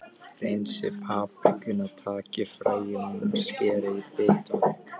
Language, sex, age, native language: Icelandic, male, 13, Icelandic